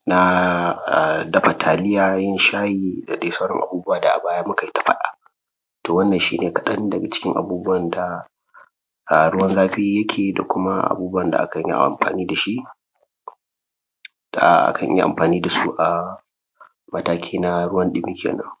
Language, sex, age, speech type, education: Hausa, male, 30-45, spontaneous, primary